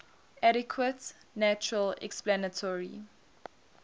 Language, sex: English, female